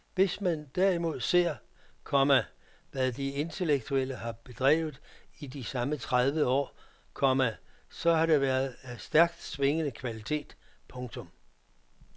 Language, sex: Danish, male